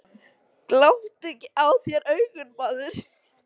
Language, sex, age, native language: Icelandic, female, 13, Icelandic